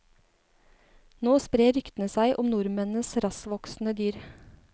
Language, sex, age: Norwegian, female, 36